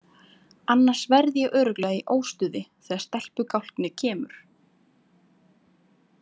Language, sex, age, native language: Icelandic, female, 20-29, Icelandic